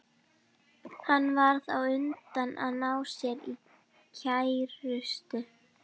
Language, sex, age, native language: Icelandic, female, 12, Icelandic